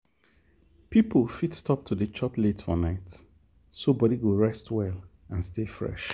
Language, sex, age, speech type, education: Nigerian Pidgin, male, 30-45, spontaneous, tertiary